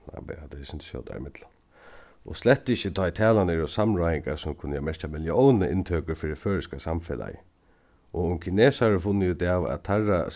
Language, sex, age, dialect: Faroese, male, 36-60, Suðuroy